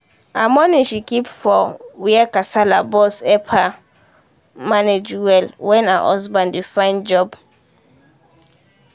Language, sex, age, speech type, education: Nigerian Pidgin, female, 15-29, spontaneous, secondary